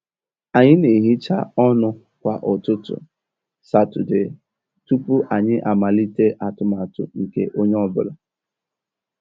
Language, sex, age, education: Igbo, male, 15-29, tertiary